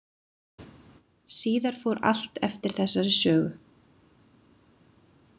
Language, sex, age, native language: Icelandic, female, 30-39, Icelandic